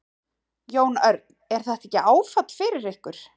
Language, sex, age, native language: Icelandic, female, 30-39, Icelandic